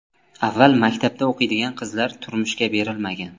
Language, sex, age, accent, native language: Uzbek, male, 25-34, Samarqand, Uzbek